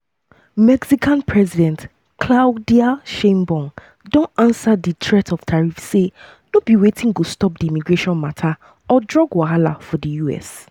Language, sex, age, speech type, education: Nigerian Pidgin, female, 15-29, spontaneous, tertiary